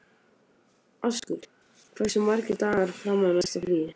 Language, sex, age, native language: Icelandic, male, 18-19, Icelandic